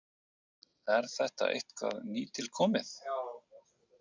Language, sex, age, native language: Icelandic, male, 40-49, Icelandic